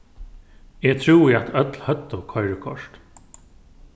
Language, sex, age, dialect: Faroese, male, 36-60, Norðurstreymoy/Eysturoy